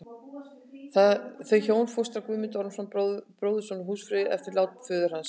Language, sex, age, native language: Icelandic, female, 60-69, Icelandic